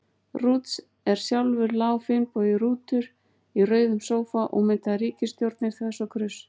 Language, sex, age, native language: Icelandic, female, 40-49, Icelandic